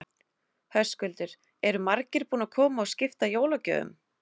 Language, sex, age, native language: Icelandic, female, 30-39, Icelandic